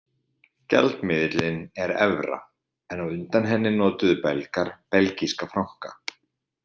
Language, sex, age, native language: Icelandic, male, 40-49, Icelandic